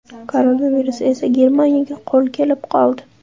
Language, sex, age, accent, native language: Uzbek, female, 18-24, Andijon, Uzbek